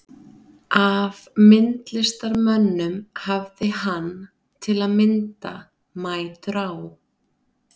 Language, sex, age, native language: Icelandic, female, 30-39, Icelandic